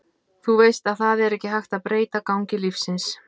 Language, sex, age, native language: Icelandic, female, 50-59, Icelandic